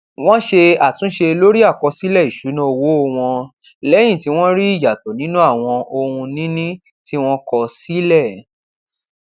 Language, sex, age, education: Yoruba, male, 15-29, tertiary